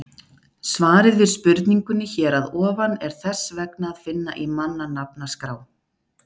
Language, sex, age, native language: Icelandic, female, 40-49, Icelandic